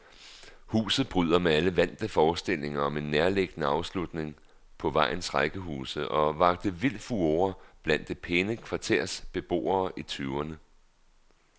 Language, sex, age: Danish, male, 39